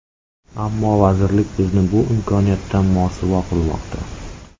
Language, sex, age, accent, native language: Uzbek, male, 18-24, Samarqand, Uzbek